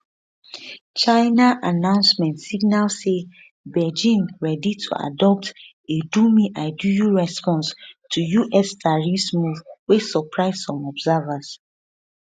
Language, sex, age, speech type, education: Nigerian Pidgin, female, 15-29, spontaneous, tertiary